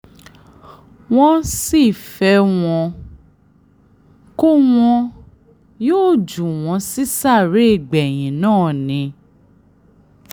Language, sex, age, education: Yoruba, female, 30-45, tertiary